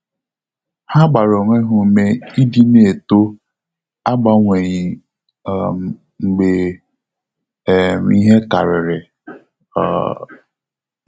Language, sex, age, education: Igbo, male, 30-45, tertiary